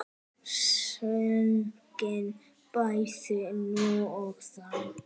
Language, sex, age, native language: Icelandic, male, 8, Icelandic